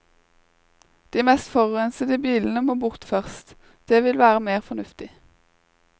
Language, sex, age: Norwegian, female, 21